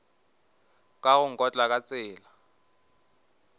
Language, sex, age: Northern Sotho, male, 19